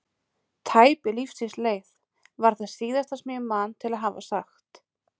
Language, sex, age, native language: Icelandic, female, 30-39, Icelandic